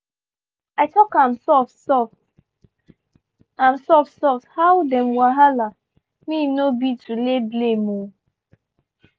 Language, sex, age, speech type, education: Nigerian Pidgin, female, 15-29, spontaneous, tertiary